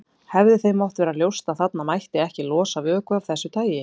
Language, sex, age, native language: Icelandic, female, 20-29, Icelandic